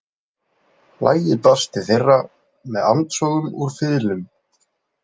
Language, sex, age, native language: Icelandic, male, 20-29, Icelandic